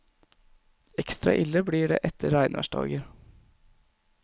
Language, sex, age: Norwegian, male, 20